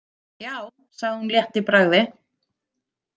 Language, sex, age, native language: Icelandic, female, 30-39, Icelandic